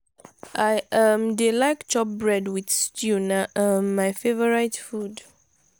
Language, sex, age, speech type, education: Nigerian Pidgin, female, 30-45, spontaneous, tertiary